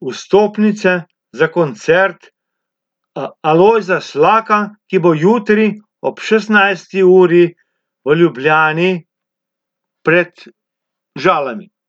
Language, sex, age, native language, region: Slovenian, male, 60+, Slovenian, Abroad